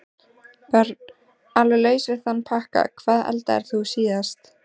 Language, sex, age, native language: Icelandic, female, 14, Icelandic